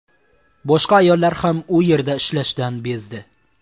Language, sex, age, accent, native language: Uzbek, male, 18-24, Toshkent shahri, Uzbek